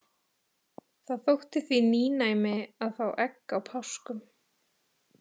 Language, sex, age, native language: Icelandic, female, 30-39, Icelandic